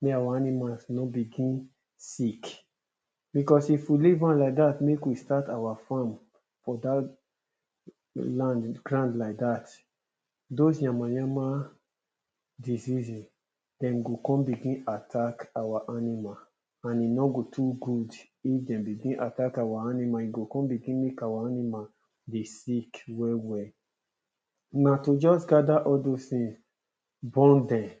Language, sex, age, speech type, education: Nigerian Pidgin, male, 30-45, spontaneous, tertiary